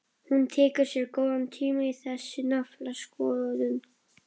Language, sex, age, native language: Icelandic, male, 12, Polish